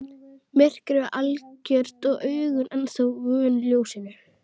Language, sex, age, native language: Icelandic, female, 12, Icelandic